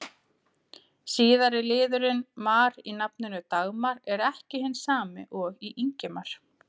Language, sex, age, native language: Icelandic, female, 30-39, Icelandic